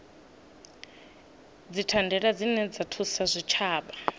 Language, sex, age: Venda, female, 26